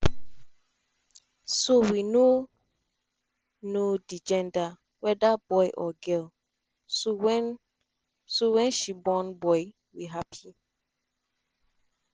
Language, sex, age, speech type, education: Nigerian Pidgin, female, 15-29, spontaneous, tertiary